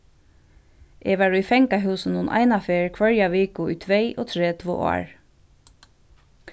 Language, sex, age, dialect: Faroese, female, 36-60, Vágar